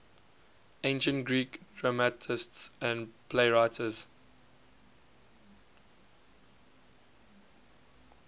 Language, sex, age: English, male, 20